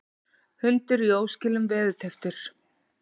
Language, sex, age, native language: Icelandic, female, 40-49, Icelandic